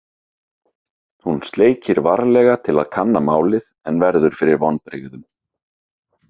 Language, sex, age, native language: Icelandic, male, 30-39, Icelandic